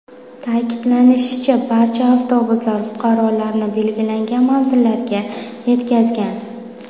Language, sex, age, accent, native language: Uzbek, female, 19-29, Buxoro, Uzbek